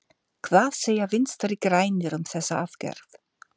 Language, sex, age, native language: Icelandic, female, 50-59, German